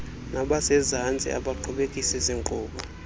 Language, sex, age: Xhosa, male, 26